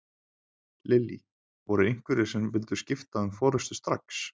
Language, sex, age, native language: Icelandic, male, 20-29, Icelandic